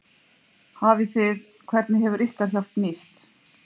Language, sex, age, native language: Icelandic, female, 50-59, Icelandic